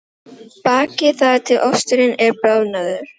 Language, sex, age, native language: Icelandic, female, 12, Filipino